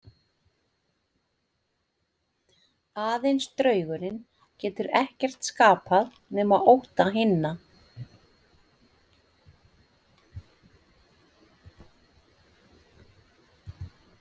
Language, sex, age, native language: Icelandic, female, 50-59, Icelandic